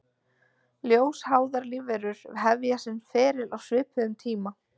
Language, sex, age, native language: Icelandic, female, 20-29, Icelandic